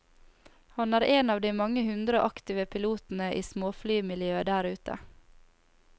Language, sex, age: Norwegian, female, 28